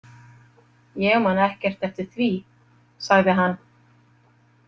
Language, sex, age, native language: Icelandic, female, 50-59, Icelandic